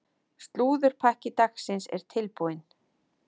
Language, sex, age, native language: Icelandic, female, 50-59, Icelandic